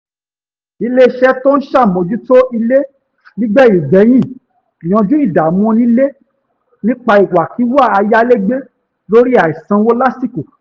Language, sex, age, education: Yoruba, male, 15-29, tertiary